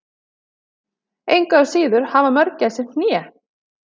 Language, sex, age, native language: Icelandic, female, 30-39, Icelandic